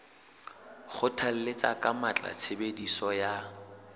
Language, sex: Southern Sotho, male